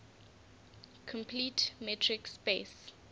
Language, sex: English, female